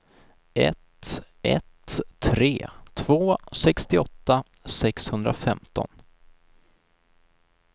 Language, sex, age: Swedish, male, 19